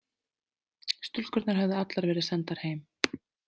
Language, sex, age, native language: Icelandic, female, 30-39, Icelandic